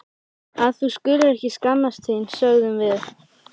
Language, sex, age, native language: Icelandic, female, 12, Icelandic